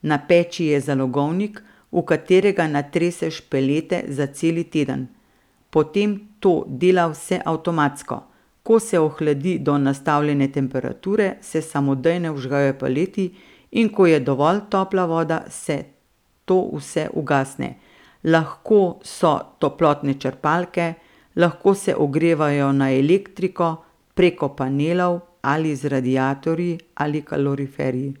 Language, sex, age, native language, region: Slovenian, female, 50-59, Slovenian, Central Slovenia